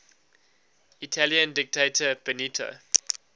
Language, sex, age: English, male, 19